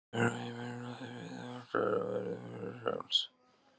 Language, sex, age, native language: Icelandic, male, 14, Icelandic